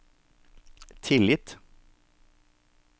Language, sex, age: Norwegian, male, 47